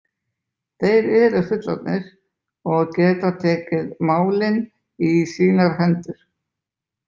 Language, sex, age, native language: Icelandic, male, 20-29, Icelandic